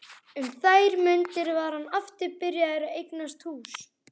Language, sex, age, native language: Icelandic, male, 11, Icelandic